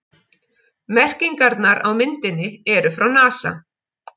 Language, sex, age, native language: Icelandic, female, 50-59, Icelandic